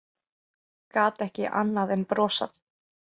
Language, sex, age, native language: Icelandic, female, 20-29, Icelandic